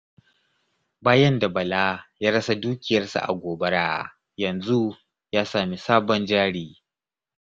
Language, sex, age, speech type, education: Hausa, male, 30-45, spontaneous, tertiary